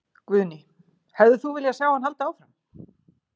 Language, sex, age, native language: Icelandic, female, 40-49, Icelandic